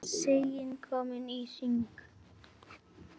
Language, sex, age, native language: Icelandic, female, 9, Icelandic